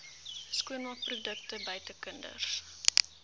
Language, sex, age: Afrikaans, female, 19